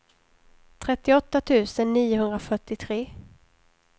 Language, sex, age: Swedish, female, 23